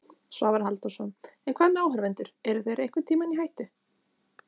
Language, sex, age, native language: Icelandic, female, 30-39, Icelandic